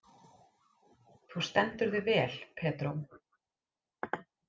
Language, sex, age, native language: Icelandic, female, 30-39, Icelandic